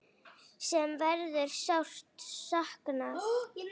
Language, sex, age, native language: Icelandic, female, 8, Icelandic